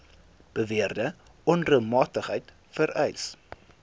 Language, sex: Afrikaans, male